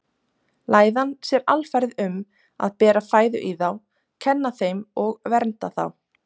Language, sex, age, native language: Icelandic, female, 30-39, Icelandic